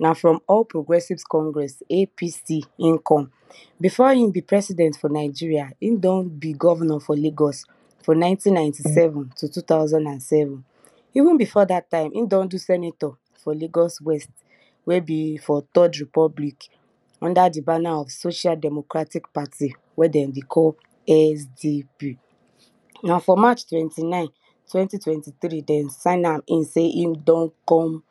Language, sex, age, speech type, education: Nigerian Pidgin, female, 30-45, spontaneous, tertiary